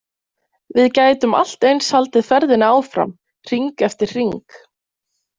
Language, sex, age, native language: Icelandic, female, 20-29, Icelandic